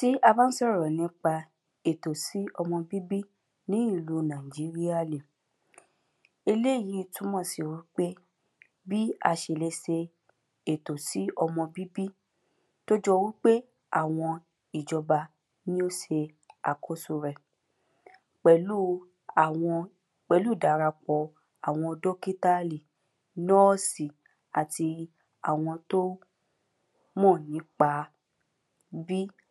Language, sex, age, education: Yoruba, female, 15-29, primary